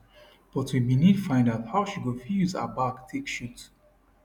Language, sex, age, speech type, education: Nigerian Pidgin, male, 15-29, spontaneous, tertiary